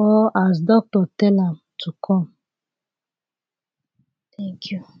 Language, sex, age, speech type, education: Nigerian Pidgin, female, 30-45, spontaneous, tertiary